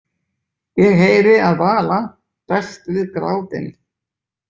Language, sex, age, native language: Icelandic, male, 20-29, Icelandic